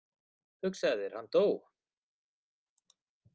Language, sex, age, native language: Icelandic, male, 40-49, Icelandic